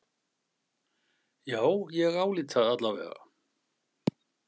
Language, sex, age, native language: Icelandic, male, 60-69, Icelandic